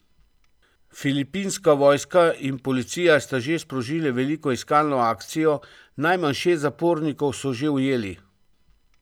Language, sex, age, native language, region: Slovenian, male, 50-59, Slovenian, Central Slovenia